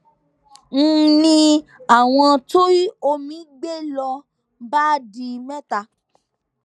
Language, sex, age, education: Yoruba, female, 15-29, tertiary